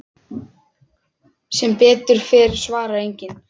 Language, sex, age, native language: Icelandic, male, 6, Icelandic